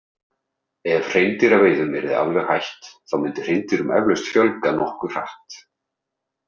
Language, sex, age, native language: Icelandic, male, 30-39, Icelandic